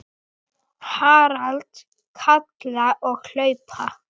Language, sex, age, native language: Icelandic, female, 9, Icelandic